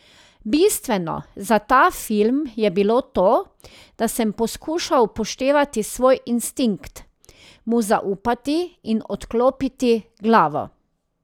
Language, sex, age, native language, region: Slovenian, female, 30-49, Slovenian, Drava region